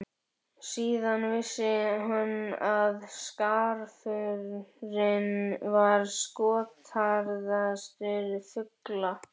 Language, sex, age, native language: Icelandic, male, 11, Icelandic